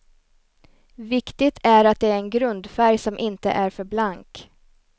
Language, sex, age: Swedish, female, 29